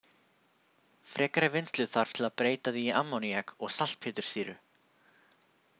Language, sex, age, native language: Icelandic, male, 20-29, Icelandic